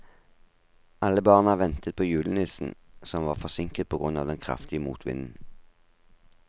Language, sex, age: Norwegian, male, 38